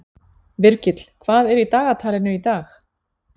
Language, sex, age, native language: Icelandic, female, 40-49, Icelandic